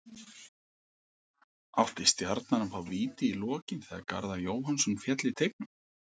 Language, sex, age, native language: Icelandic, male, 50-59, Icelandic